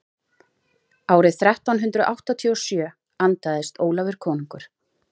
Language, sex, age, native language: Icelandic, female, 40-49, Icelandic